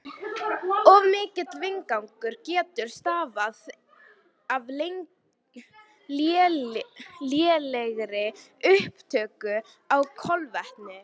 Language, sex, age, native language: Icelandic, female, 18-19, Icelandic